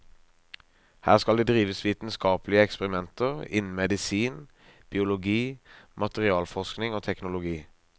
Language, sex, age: Norwegian, male, 23